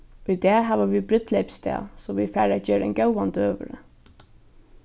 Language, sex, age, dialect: Faroese, female, 15-35, Norðurstreymoy/Eysturoy